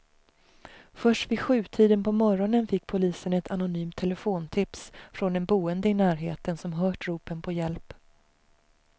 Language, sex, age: Swedish, female, 35